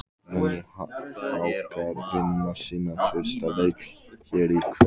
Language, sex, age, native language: Icelandic, male, 15, Icelandic